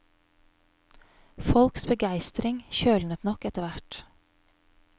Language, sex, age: Norwegian, female, 31